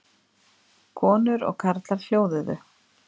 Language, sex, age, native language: Icelandic, female, 50-59, Icelandic